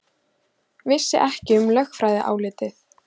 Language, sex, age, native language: Icelandic, female, 16, Icelandic